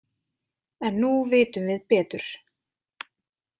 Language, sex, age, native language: Icelandic, female, 20-29, Icelandic